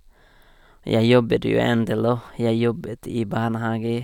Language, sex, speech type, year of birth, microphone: Norwegian, male, spontaneous, 1989, Sennheiser